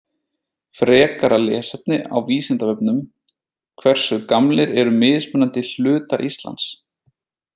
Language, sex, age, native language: Icelandic, male, 30-39, Icelandic